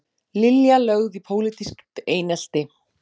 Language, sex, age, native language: Icelandic, female, 40-49, Icelandic